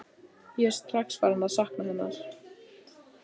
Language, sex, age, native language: Icelandic, female, 14, Icelandic